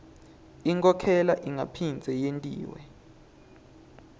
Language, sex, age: Swati, male, 20